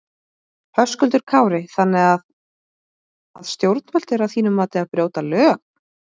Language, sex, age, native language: Icelandic, female, 20-29, Icelandic